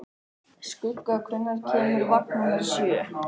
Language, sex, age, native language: Icelandic, male, 18-19, Icelandic